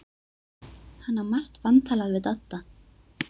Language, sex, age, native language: Icelandic, female, 12, Icelandic